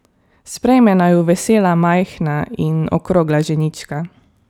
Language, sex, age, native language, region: Slovenian, female, 18-29, Slovenian, Savinja region